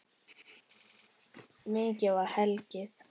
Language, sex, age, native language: Icelandic, female, 10, Icelandic